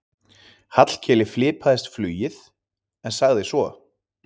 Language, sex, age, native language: Icelandic, male, 30-39, Icelandic